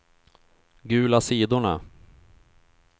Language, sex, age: Swedish, male, 31